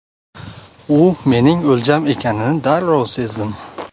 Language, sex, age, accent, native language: Uzbek, male, 18-24, Farg'ona, Uzbek